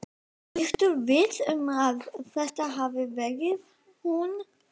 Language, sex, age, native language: Icelandic, female, 12, Icelandic